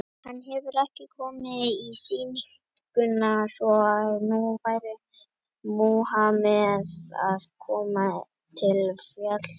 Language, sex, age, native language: Icelandic, male, 50-59, Icelandic